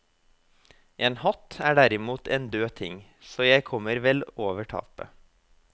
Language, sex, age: Norwegian, male, 24